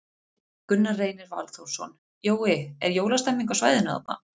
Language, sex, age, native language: Icelandic, female, 30-39, Icelandic